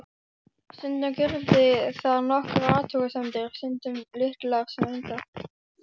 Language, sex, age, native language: Icelandic, female, 12, Icelandic